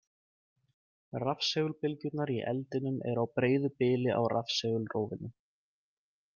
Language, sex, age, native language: Icelandic, male, 20-29, Icelandic